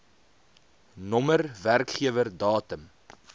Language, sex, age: Afrikaans, male, 22